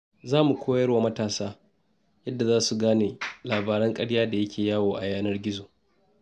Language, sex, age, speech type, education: Hausa, male, 30-45, spontaneous, tertiary